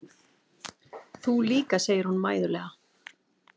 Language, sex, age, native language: Icelandic, female, 40-49, Icelandic